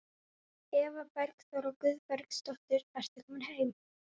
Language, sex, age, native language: Icelandic, female, 12, Icelandic